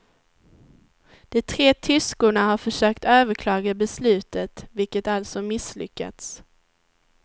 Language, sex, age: Swedish, female, 19